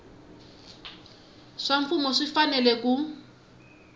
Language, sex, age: Tsonga, female, 19